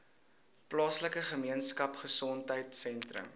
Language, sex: Afrikaans, male